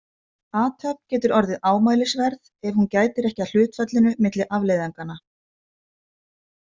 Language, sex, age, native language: Icelandic, female, 50-59, Icelandic